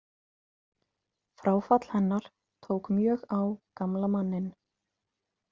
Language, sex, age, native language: Icelandic, female, 30-39, Icelandic